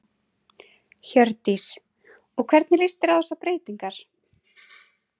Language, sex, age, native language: Icelandic, female, 30-39, Icelandic